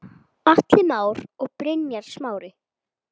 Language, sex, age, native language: Icelandic, female, 8, Icelandic